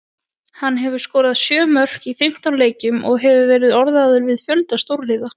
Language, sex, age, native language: Icelandic, female, 20-29, Icelandic